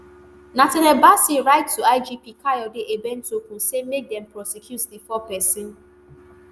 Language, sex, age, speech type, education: Nigerian Pidgin, female, 15-29, spontaneous, tertiary